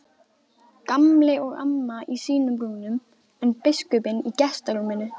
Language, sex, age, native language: Icelandic, female, 12, Icelandic